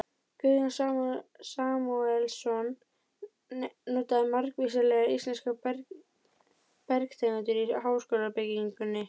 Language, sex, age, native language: Icelandic, female, 12, Icelandic